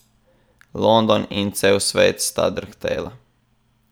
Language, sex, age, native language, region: Slovenian, male, 18-29, Slovenian, Southeast Slovenia